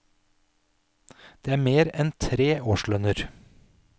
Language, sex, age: Norwegian, male, 46